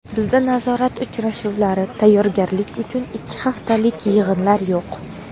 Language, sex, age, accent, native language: Uzbek, female, under 19, Andijon, Uzbek